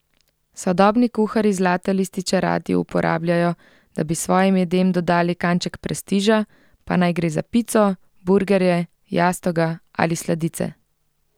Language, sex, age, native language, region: Slovenian, female, 30-49, Slovenian, Central Slovenia